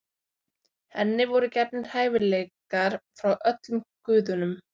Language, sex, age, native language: Icelandic, female, 20-29, Icelandic